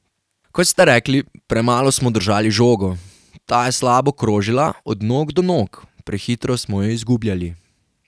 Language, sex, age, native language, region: Slovenian, male, 18-29, Slovenian, Carinthia region